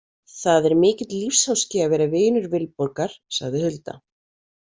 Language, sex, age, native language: Icelandic, female, 40-49, Icelandic